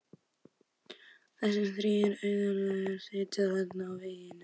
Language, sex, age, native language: Icelandic, male, 12, Icelandic